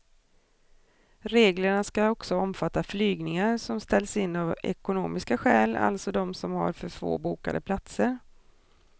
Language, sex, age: Swedish, female, 40